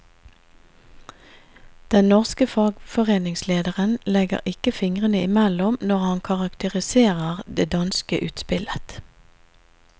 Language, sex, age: Norwegian, female, 50